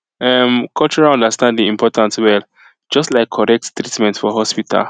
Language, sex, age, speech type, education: Nigerian Pidgin, male, 15-29, spontaneous, secondary